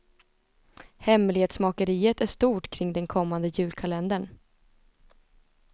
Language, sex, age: Swedish, female, 20